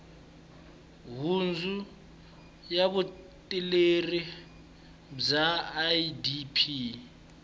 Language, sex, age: Tsonga, male, 20